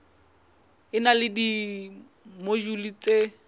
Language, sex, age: Southern Sotho, male, 20